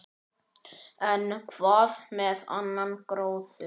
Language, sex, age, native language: Icelandic, male, 9, Icelandic